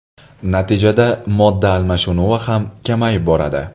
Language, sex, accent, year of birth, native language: Uzbek, male, Andijon, 1999, Uzbek